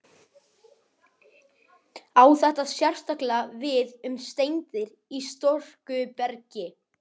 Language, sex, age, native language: Icelandic, male, 11, Icelandic